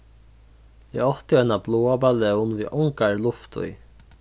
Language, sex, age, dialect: Faroese, male, 15-35, Norðurstreymoy/Eysturoy